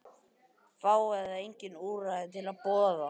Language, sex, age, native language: Icelandic, male, 18-19, Icelandic